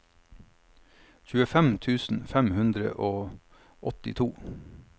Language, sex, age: Norwegian, male, 45